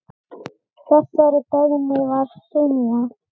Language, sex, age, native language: Icelandic, male, 8, Icelandic